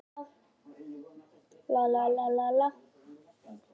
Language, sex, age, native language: Icelandic, female, 18-19, Icelandic